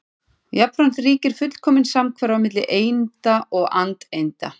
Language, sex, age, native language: Icelandic, female, 40-49, Icelandic